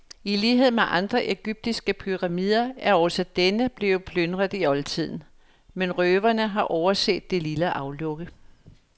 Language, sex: Danish, female